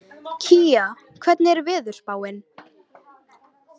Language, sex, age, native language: Icelandic, female, 13, Icelandic